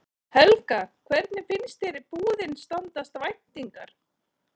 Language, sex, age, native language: Icelandic, female, 40-49, Icelandic